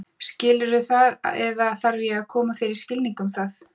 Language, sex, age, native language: Icelandic, female, 40-49, Icelandic